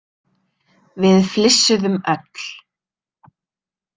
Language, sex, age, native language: Icelandic, female, 30-39, Icelandic